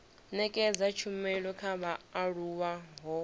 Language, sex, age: Venda, female, 22